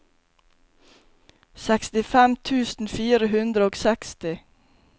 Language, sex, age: Norwegian, female, 32